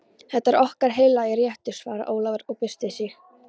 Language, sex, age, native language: Icelandic, female, 13, Polish